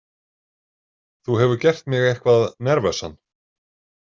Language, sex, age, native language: Icelandic, male, 40-49, Icelandic